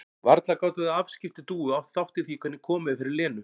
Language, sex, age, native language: Icelandic, male, 40-49, Icelandic